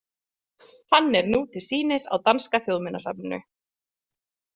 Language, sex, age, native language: Icelandic, female, 30-39, Icelandic